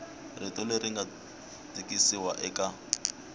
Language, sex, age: Tsonga, male, 21